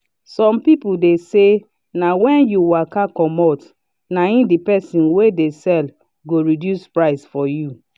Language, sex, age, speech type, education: Nigerian Pidgin, female, 30-45, spontaneous, tertiary